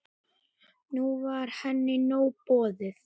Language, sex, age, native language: Icelandic, male, 8, Icelandic